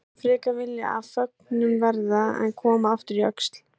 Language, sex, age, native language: Icelandic, female, 20-29, Icelandic